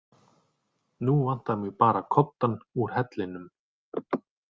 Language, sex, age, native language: Icelandic, male, 40-49, Icelandic